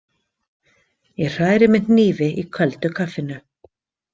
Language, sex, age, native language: Icelandic, female, 50-59, Icelandic